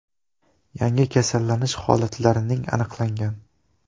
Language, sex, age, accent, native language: Uzbek, male, 12-17, Toshkent shahri, Uzbek